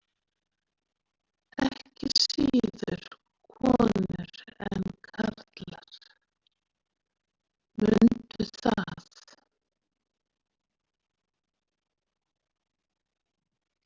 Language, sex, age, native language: Icelandic, female, 40-49, Icelandic